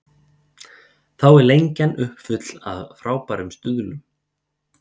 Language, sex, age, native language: Icelandic, male, 30-39, Icelandic